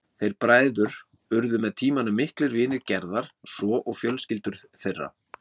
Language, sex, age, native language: Icelandic, male, 40-49, Icelandic